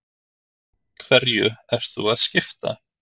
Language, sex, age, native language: Icelandic, male, 30-39, Icelandic